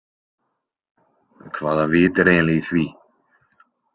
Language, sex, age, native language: Icelandic, male, 20-29, Icelandic